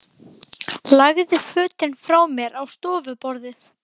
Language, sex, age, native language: Icelandic, male, 12, Icelandic